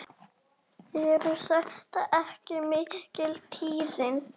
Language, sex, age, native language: Icelandic, male, 6, Icelandic